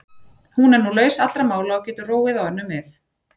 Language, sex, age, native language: Icelandic, female, 40-49, Icelandic